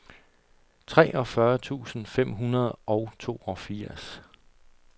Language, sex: Danish, male